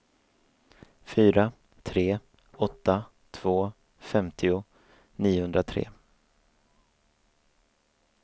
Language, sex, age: Swedish, male, 24